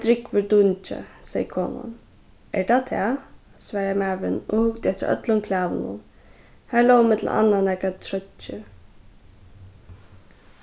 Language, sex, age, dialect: Faroese, female, 15-35, Suðurstreymoy